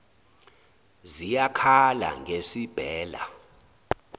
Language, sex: Zulu, male